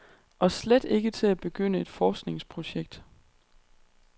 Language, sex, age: Danish, female, 23